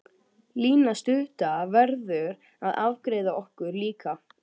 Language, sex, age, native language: Icelandic, male, 12, Icelandic